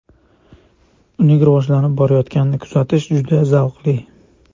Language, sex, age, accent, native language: Uzbek, male, 25-34, Farg'ona, Uzbek